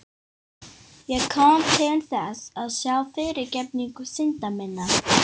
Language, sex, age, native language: Icelandic, female, 18-19, English